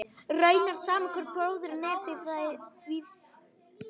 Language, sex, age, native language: Icelandic, female, 11, Icelandic